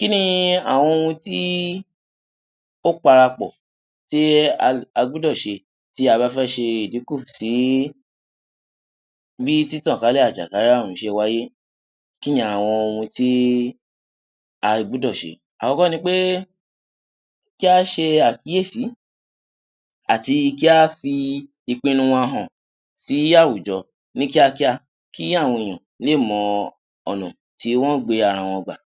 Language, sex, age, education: Yoruba, male, 15-29, tertiary